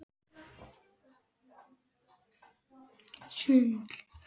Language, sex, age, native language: Icelandic, male, 9, Icelandic